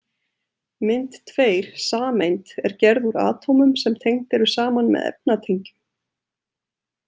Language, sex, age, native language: Icelandic, female, 30-39, Icelandic